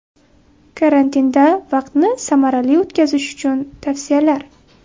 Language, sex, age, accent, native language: Uzbek, female, 18-24, Buxoro, Uzbek